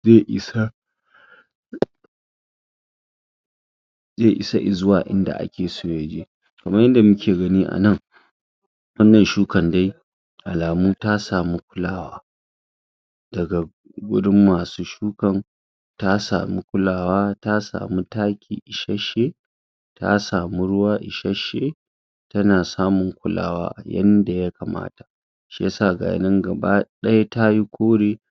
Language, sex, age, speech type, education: Hausa, female, 60+, spontaneous, secondary